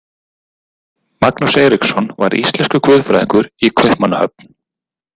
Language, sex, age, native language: Icelandic, male, 40-49, Icelandic